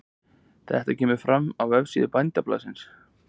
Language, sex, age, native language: Icelandic, male, 20-29, Icelandic